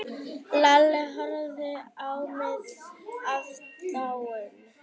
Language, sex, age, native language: Icelandic, female, 9, Icelandic